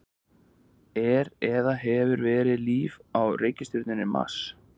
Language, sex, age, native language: Icelandic, male, 20-29, Icelandic